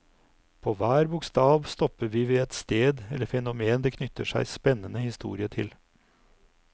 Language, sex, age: Norwegian, male, 59